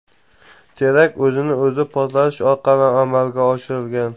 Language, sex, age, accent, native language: Uzbek, male, 18-24, Jizzax, Uzbek